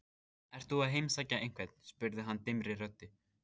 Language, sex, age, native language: Icelandic, male, 14, Icelandic